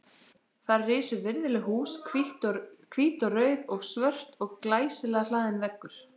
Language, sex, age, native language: Icelandic, female, 60-69, Icelandic